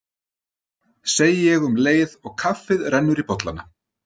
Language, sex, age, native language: Icelandic, male, 30-39, Icelandic